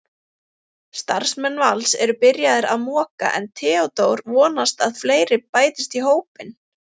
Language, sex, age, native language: Icelandic, female, 30-39, Icelandic